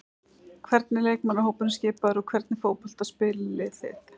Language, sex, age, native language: Icelandic, female, 11, Icelandic